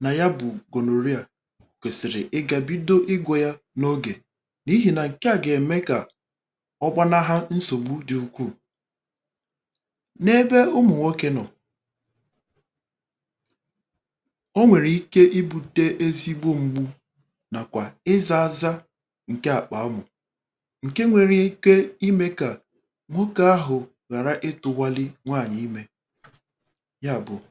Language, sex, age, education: Igbo, male, 30-45, tertiary